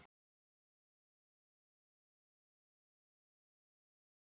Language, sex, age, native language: Icelandic, male, 11, Icelandic